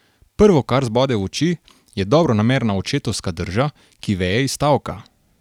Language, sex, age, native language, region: Slovenian, male, 18-29, Slovenian, Carinthia region